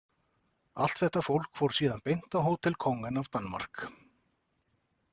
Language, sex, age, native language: Icelandic, male, 40-49, Icelandic